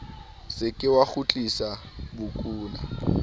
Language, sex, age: Southern Sotho, male, 19